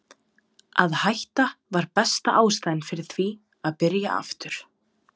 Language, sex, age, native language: Icelandic, female, 20-29, Serbo-Croatian